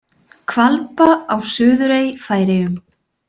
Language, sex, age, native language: Icelandic, female, 40-49, Icelandic